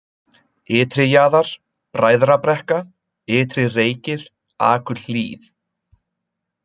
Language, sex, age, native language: Icelandic, male, 20-29, Icelandic